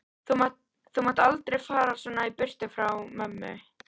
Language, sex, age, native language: Icelandic, female, 13, Icelandic